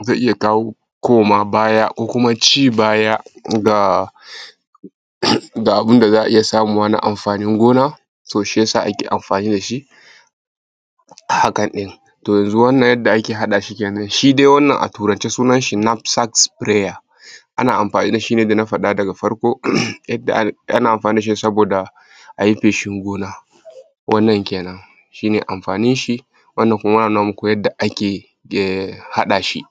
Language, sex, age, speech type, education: Hausa, male, 30-45, spontaneous, primary